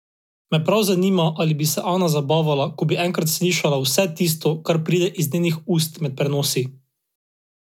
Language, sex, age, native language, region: Slovenian, male, 18-29, Slovenian, Drava region